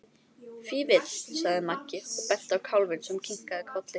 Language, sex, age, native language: Icelandic, female, 13, Icelandic